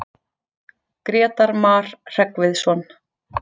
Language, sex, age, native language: Icelandic, female, 40-49, Icelandic